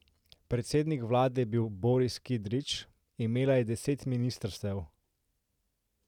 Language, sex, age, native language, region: Slovenian, male, 18-29, Slovenian, Central Slovenia